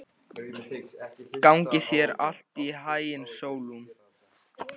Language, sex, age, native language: Icelandic, male, 14, Icelandic